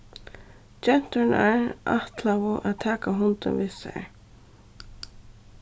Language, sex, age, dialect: Faroese, female, 15-35, Suðurstreymoy